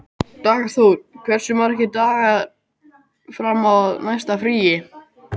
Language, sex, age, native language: Icelandic, male, 12, Icelandic